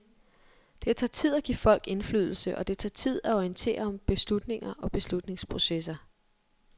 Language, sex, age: Danish, female, 23